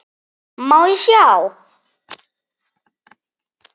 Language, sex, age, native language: Icelandic, male, 8, Icelandic